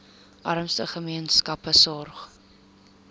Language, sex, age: Afrikaans, female, 22